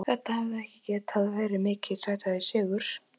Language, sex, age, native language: Icelandic, female, 18-19, Icelandic